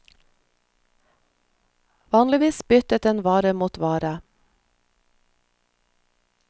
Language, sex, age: Norwegian, female, 46